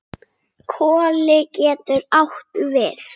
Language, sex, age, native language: Icelandic, female, 8, Icelandic